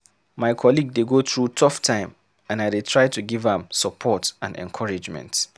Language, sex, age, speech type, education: Nigerian Pidgin, male, 15-29, read, secondary